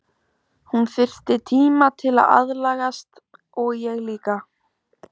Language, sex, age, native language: Icelandic, female, 15, Icelandic